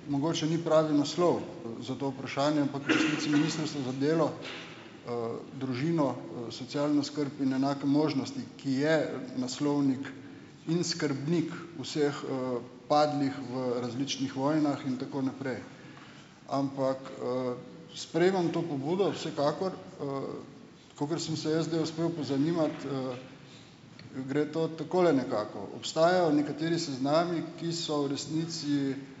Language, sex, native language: Slovenian, male, Slovenian